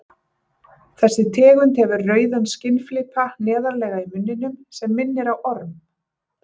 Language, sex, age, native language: Icelandic, female, 30-39, Icelandic